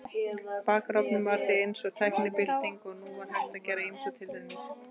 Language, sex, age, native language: Icelandic, female, 30-39, Icelandic